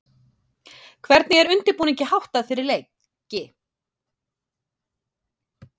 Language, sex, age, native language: Icelandic, female, 30-39, Icelandic